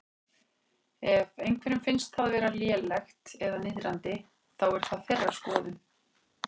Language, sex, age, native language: Icelandic, female, 40-49, Icelandic